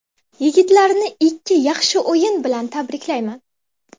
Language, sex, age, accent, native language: Uzbek, female, 18-24, Andijon, Uzbek